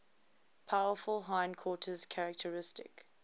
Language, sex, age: English, female, 20